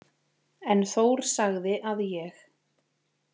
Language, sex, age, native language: Icelandic, female, 40-49, Icelandic